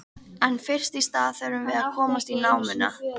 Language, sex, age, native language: Icelandic, female, 13, Icelandic